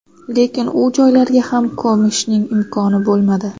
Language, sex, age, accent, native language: Uzbek, female, 19-29, Xorazm, Uzbek